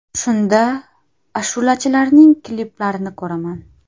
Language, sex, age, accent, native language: Uzbek, female, 25-34, Toshkent shahri, Uzbek